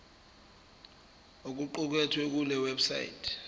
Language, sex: Zulu, male